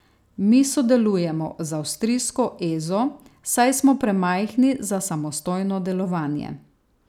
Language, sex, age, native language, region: Slovenian, female, 30-49, Slovenian, Savinja region